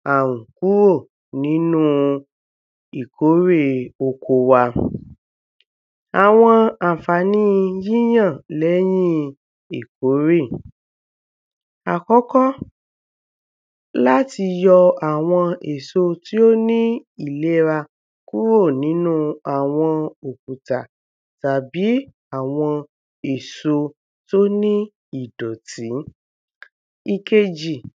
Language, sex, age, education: Yoruba, female, 15-29, tertiary